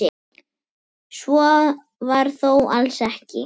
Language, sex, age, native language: Icelandic, female, 10, Icelandic